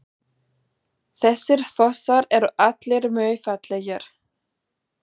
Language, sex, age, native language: Icelandic, female, 20-29, German